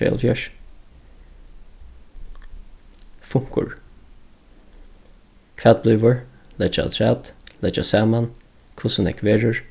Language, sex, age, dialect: Faroese, male, 15-35, Suðurstreymoy